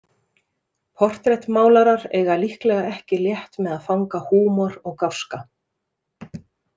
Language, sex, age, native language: Icelandic, female, 30-39, Icelandic